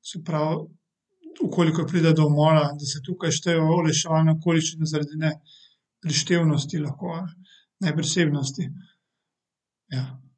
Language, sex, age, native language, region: Slovenian, male, 18-29, Slovenian, Central Slovenia